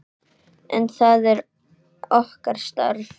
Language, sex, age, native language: Icelandic, male, 8, Icelandic